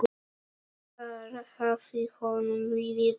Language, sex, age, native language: Icelandic, male, 9, Polish